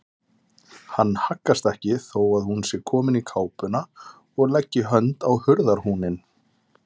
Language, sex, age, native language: Icelandic, male, 30-39, Icelandic